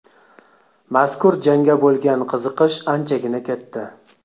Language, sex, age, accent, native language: Uzbek, male, 25-34, Xorazm, Uzbek